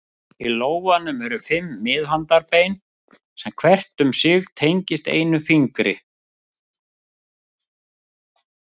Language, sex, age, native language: Icelandic, male, 50-59, Icelandic